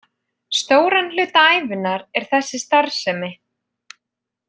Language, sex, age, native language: Icelandic, female, 30-39, Icelandic